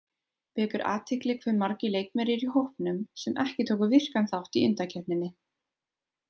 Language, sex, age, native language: Icelandic, female, 20-29, Icelandic